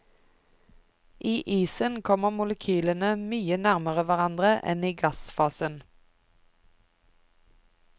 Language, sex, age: Norwegian, female, 24